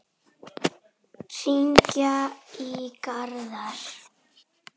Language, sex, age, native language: Icelandic, female, 10, Icelandic